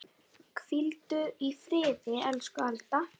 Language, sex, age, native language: Icelandic, female, 9, Icelandic